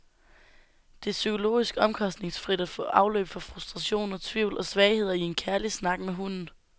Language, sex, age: Danish, female, 19